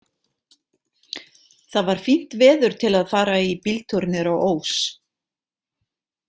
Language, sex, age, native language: Icelandic, female, 40-49, Icelandic